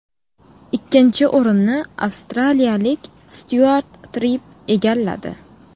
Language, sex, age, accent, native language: Uzbek, female, 18-24, Samarqand, Uzbek